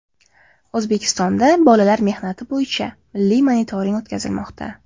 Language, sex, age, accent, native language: Uzbek, female, 18-24, Qashqadaryo, Uzbek